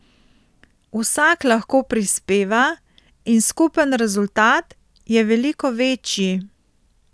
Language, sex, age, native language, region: Slovenian, female, 30-49, Slovenian, Central Slovenia